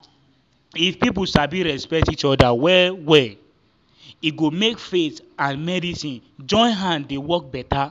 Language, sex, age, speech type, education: Nigerian Pidgin, male, 15-29, spontaneous, tertiary